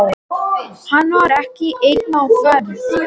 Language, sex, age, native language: Icelandic, male, 18-19, Latvian